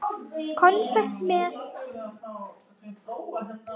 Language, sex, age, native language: Icelandic, female, 8, Icelandic